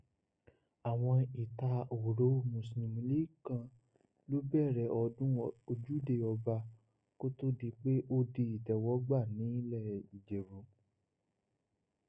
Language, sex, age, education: Yoruba, male, 60+, secondary